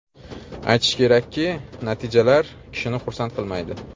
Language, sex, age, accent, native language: Uzbek, male, 25-34, Xorazm, Uzbek